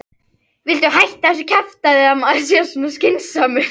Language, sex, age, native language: Icelandic, female, 13, Icelandic